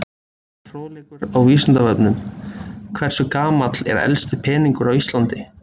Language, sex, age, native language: Icelandic, male, 20-29, Icelandic